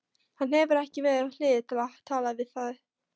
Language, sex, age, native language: Icelandic, female, 13, Polish